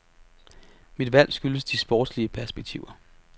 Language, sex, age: Danish, male, 33